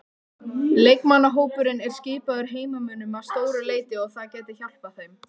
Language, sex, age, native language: Icelandic, female, 18-19, Icelandic